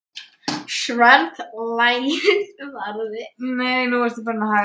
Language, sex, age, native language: Icelandic, male, 9, Icelandic